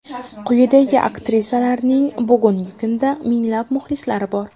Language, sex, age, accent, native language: Uzbek, female, 18-24, Jizzax, Uzbek